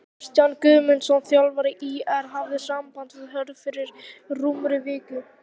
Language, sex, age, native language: Icelandic, female, 18-19, Icelandic